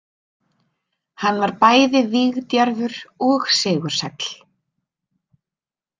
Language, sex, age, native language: Icelandic, female, 30-39, Icelandic